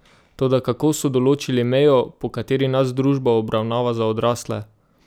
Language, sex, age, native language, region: Slovenian, male, 18-29, Slovenian, Drava region